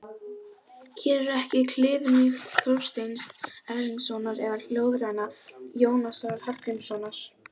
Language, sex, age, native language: Icelandic, female, 12, Icelandic